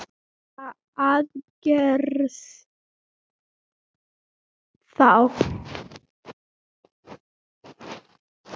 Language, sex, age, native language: Icelandic, female, 7, Icelandic